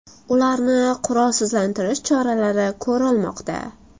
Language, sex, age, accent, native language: Uzbek, female, 18-24, Toshkent shahri, Uzbek